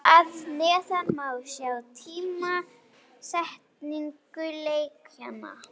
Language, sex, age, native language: Icelandic, female, 18-19, Icelandic